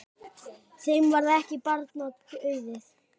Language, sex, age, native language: Icelandic, male, 10, Icelandic